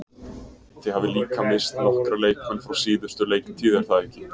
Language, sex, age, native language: Icelandic, male, 20-29, Icelandic